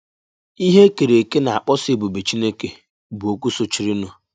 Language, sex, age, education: Igbo, male, 15-29, tertiary